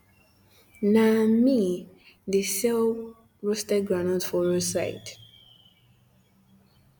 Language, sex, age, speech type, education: Nigerian Pidgin, female, 15-29, spontaneous, tertiary